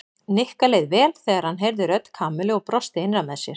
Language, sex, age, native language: Icelandic, female, 40-49, Icelandic